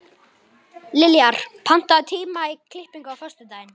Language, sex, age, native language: Icelandic, male, 11, Icelandic